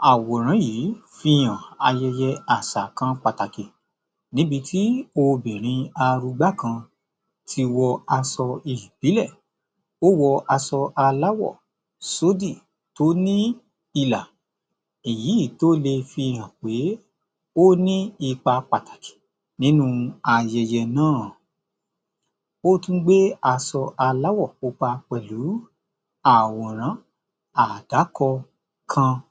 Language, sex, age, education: Yoruba, male, 30-45, tertiary